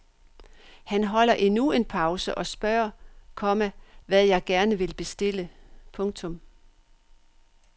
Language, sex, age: Danish, female, 62